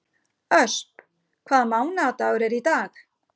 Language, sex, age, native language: Icelandic, female, 50-59, Icelandic